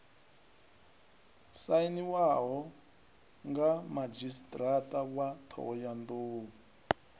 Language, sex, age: Venda, male, 39